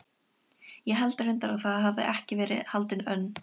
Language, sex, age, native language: Icelandic, female, 13, Icelandic